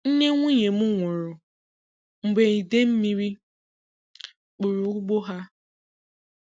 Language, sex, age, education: Igbo, female, 15-29, tertiary